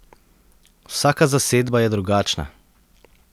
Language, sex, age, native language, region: Slovenian, male, 30-49, Slovenian, Central Slovenia